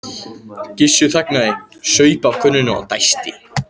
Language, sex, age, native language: Icelandic, male, 14, Icelandic